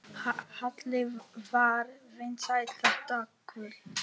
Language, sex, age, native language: Icelandic, male, 10, Czech